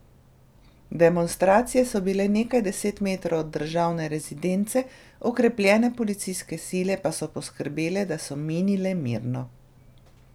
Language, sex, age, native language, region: Slovenian, female, 30-49, Slovenian, Drava region